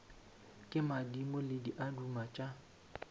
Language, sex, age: Northern Sotho, male, 18